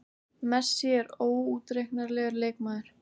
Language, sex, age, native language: Icelandic, female, 18-19, Icelandic